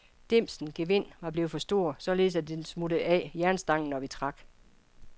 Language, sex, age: Danish, female, 55